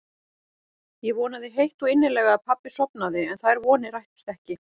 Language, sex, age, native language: Icelandic, female, 40-49, Icelandic